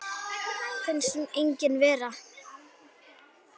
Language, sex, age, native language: Icelandic, female, 9, Icelandic